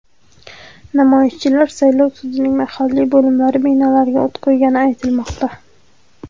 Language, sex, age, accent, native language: Uzbek, female, 18-24, Qashqadaryo, Uzbek